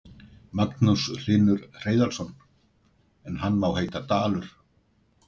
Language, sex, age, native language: Icelandic, male, 60-69, Icelandic